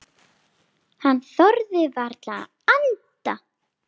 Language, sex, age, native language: Icelandic, female, 9, Icelandic